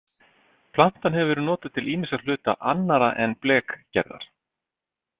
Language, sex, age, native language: Icelandic, male, 50-59, Icelandic